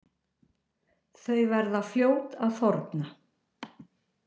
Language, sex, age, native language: Icelandic, female, 60-69, Icelandic